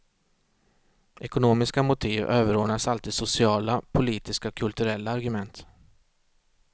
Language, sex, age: Swedish, male, 36